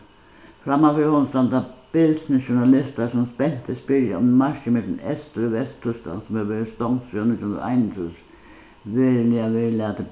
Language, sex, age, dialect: Faroese, female, 61+, Suðuroy